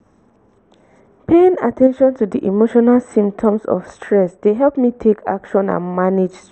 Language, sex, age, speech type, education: Nigerian Pidgin, female, 15-29, spontaneous, tertiary